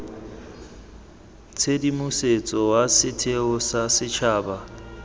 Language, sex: Tswana, male